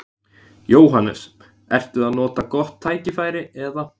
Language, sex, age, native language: Icelandic, male, 20-29, Icelandic